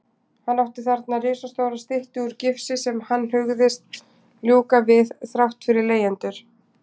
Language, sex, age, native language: Icelandic, female, 20-29, Icelandic